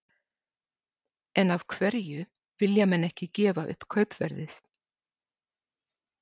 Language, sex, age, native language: Icelandic, female, 60-69, Icelandic